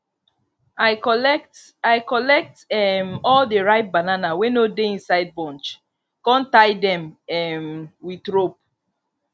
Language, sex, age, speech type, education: Nigerian Pidgin, female, 30-45, spontaneous, tertiary